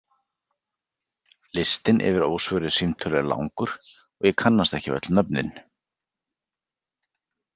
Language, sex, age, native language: Icelandic, male, 40-49, Icelandic